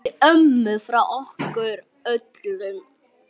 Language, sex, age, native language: Icelandic, female, 9, Icelandic